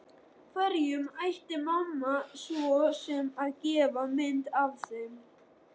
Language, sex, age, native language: Icelandic, male, 13, Icelandic